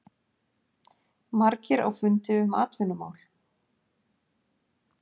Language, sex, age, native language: Icelandic, female, 50-59, Icelandic